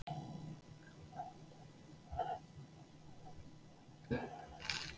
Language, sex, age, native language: Icelandic, male, 11, English